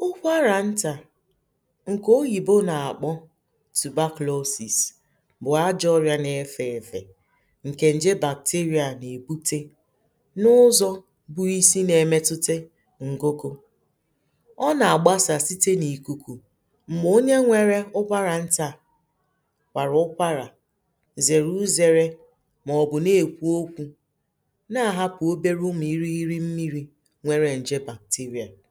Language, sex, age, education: Igbo, female, 15-29, tertiary